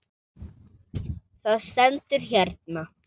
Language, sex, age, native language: Icelandic, male, 7, Icelandic